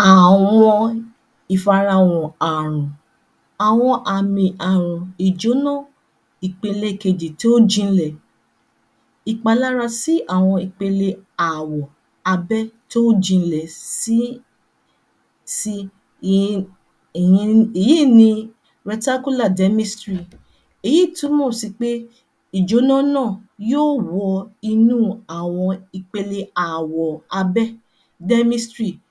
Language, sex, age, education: Yoruba, female, 30-45, tertiary